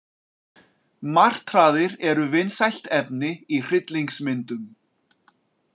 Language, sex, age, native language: Icelandic, male, 40-49, Icelandic